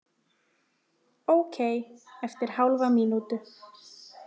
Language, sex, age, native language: Icelandic, female, 20-29, Icelandic